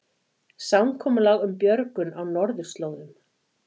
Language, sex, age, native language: Icelandic, female, 40-49, Icelandic